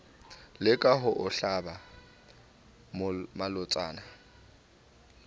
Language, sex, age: Southern Sotho, male, 19